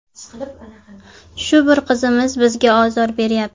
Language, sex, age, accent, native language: Uzbek, female, 25-34, Sirdaryo, Uzbek